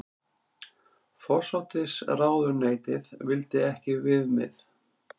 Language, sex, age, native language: Icelandic, male, 40-49, Icelandic